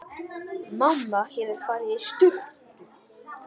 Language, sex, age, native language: Icelandic, male, 10, Icelandic